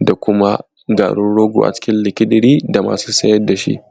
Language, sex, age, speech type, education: Hausa, male, 15-29, spontaneous, tertiary